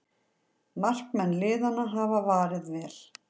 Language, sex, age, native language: Icelandic, female, 40-49, Icelandic